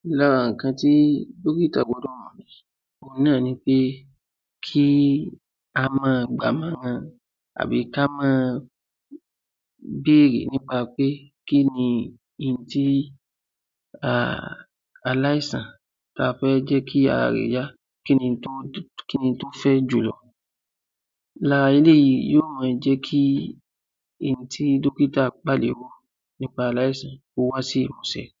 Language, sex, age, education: Yoruba, male, 30-45, tertiary